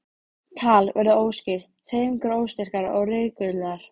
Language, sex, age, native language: Icelandic, female, 13, Icelandic